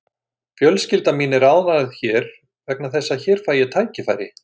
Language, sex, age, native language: Icelandic, male, 60-69, Icelandic